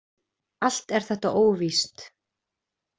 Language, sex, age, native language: Icelandic, female, 20-29, Icelandic